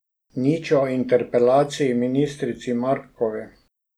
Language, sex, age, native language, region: Slovenian, male, 60+, Slovenian, Drava region